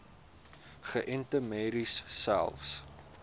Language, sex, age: Afrikaans, male, 22